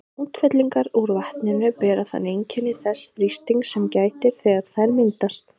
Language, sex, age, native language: Icelandic, female, 30-39, Icelandic